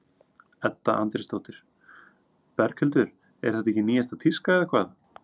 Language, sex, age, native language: Icelandic, male, 30-39, Icelandic